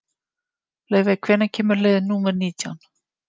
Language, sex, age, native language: Icelandic, female, 50-59, Icelandic